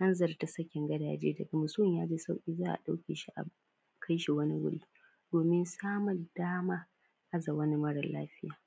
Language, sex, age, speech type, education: Hausa, female, 15-29, spontaneous, primary